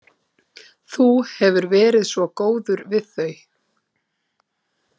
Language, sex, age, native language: Icelandic, female, 30-39, Icelandic